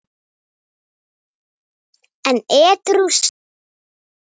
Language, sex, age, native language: Icelandic, female, 8, Icelandic